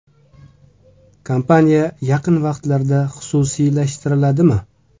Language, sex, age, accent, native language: Uzbek, male, 25-34, Toshkent viloyati, Uzbek